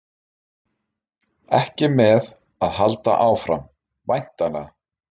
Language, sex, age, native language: Icelandic, male, 30-39, Icelandic